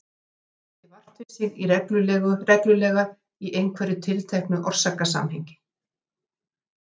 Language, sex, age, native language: Icelandic, female, 50-59, Icelandic